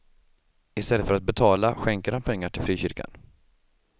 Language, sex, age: Swedish, male, 25